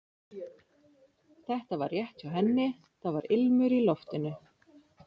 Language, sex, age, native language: Icelandic, male, 13, Icelandic